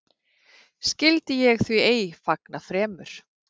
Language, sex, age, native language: Icelandic, female, 40-49, Icelandic